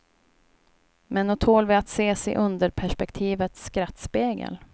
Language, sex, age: Swedish, female, 29